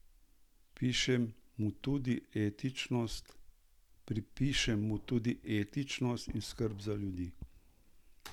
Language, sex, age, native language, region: Slovenian, male, 60+, Slovenian, Central Slovenia